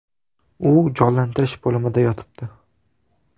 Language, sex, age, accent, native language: Uzbek, male, 12-17, Toshkent shahri, Uzbek